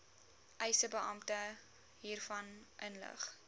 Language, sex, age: Afrikaans, female, 19